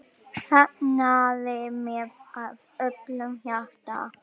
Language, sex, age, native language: Icelandic, female, 10, Icelandic